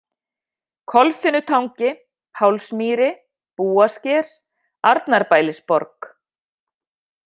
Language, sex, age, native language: Icelandic, female, 50-59, Icelandic